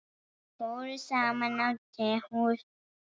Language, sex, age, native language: Icelandic, male, 8, Icelandic